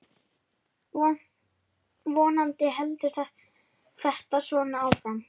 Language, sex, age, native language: Icelandic, female, 10, Icelandic